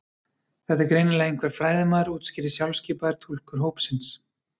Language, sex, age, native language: Icelandic, male, 30-39, Icelandic